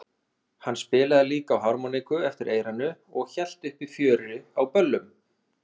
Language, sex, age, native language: Icelandic, male, 30-39, Icelandic